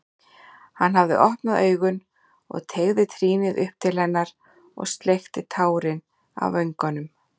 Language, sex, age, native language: Icelandic, female, 40-49, Icelandic